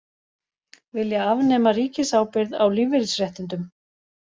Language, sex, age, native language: Icelandic, other, 40-49, Icelandic